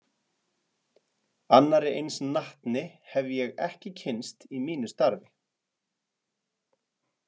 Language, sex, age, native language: Icelandic, male, 30-39, Icelandic